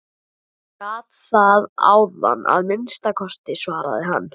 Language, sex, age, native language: Icelandic, male, 11, Icelandic